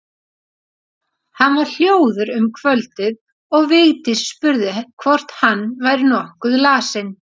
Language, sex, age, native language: Icelandic, female, 40-49, Icelandic